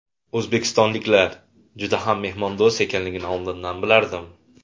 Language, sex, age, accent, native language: Uzbek, male, 25-34, Andijon, Uzbek